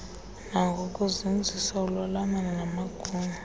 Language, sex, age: Xhosa, female, 30